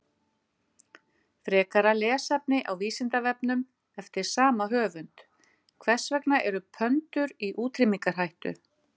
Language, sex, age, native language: Icelandic, female, 50-59, Icelandic